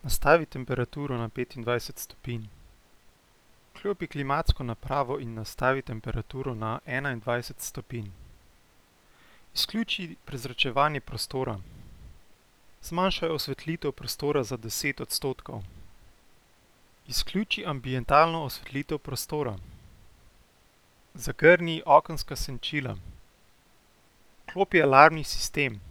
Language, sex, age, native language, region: Slovenian, male, 18-29, Slovenian, Central Slovenia